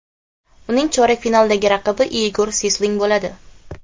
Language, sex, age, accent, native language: Uzbek, female, 18-24, Xorazm, Uzbek